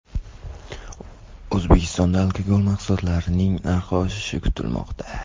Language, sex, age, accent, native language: Uzbek, female, 18-24, Navoiy, Uzbek